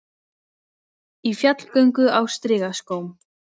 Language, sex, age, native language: Icelandic, female, 20-29, Icelandic